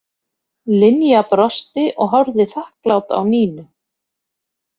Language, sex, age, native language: Icelandic, female, 50-59, Icelandic